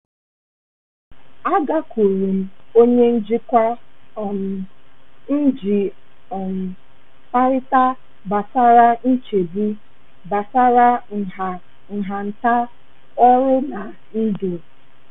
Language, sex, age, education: Igbo, female, 15-29, tertiary